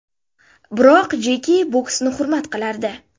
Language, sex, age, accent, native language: Uzbek, female, 19-29, Sirdaryo, Uzbek